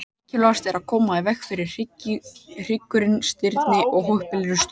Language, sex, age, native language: Icelandic, male, 18-19, Icelandic